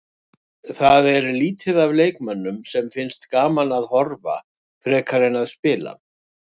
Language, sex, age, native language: Icelandic, male, 60-69, Icelandic